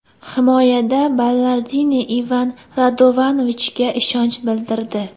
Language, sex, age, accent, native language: Uzbek, female, 18-24, Sirdaryo, Uzbek